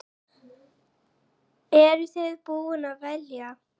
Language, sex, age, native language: Icelandic, female, 10, Icelandic